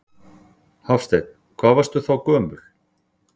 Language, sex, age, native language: Icelandic, male, 40-49, Icelandic